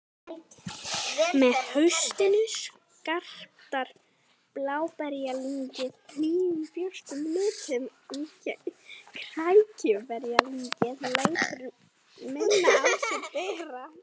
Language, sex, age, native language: Icelandic, female, 18-19, Icelandic